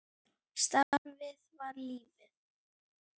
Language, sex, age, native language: Icelandic, female, 9, Icelandic